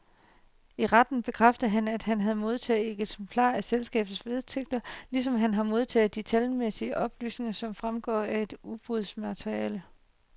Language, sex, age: Danish, female, 30